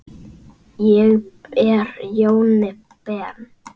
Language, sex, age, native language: Icelandic, male, 8, Icelandic